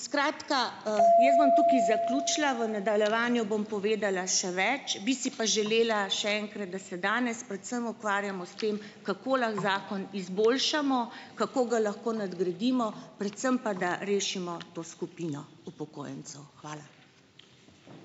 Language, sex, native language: Slovenian, female, Slovenian